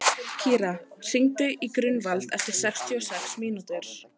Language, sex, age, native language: Icelandic, female, 18-19, Icelandic